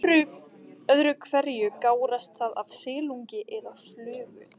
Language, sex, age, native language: Icelandic, female, 15, Icelandic